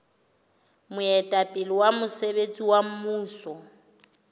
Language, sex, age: Southern Sotho, female, 29